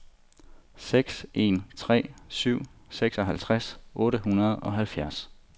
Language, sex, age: Danish, male, 25